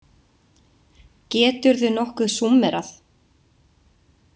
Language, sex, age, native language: Icelandic, female, 20-29, Icelandic